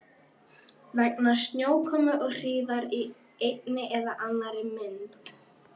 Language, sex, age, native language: Icelandic, female, 12, Icelandic